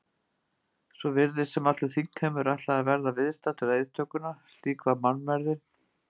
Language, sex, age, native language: Icelandic, female, 50-59, Icelandic